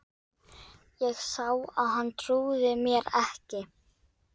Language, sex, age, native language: Icelandic, female, 12, Icelandic